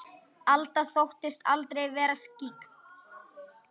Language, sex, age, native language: Icelandic, male, 10, Icelandic